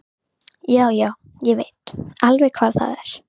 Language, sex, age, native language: Icelandic, female, 11, Icelandic